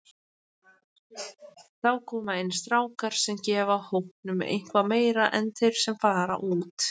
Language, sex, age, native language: Icelandic, female, 20-29, Icelandic